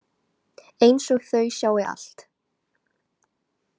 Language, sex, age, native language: Icelandic, female, 18-19, Chinese